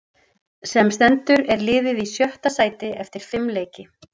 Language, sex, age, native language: Icelandic, female, 40-49, Icelandic